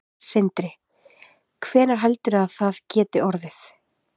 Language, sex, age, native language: Icelandic, female, 20-29, Icelandic